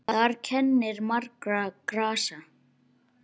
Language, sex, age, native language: Icelandic, male, 8, Icelandic